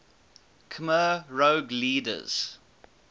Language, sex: English, male